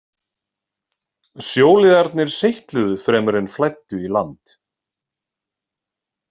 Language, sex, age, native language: Icelandic, male, 40-49, Icelandic